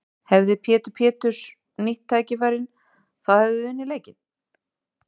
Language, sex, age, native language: Icelandic, female, 30-39, Icelandic